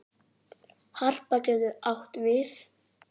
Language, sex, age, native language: Icelandic, male, 9, Icelandic